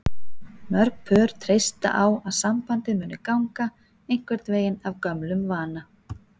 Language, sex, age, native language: Icelandic, female, 40-49, Icelandic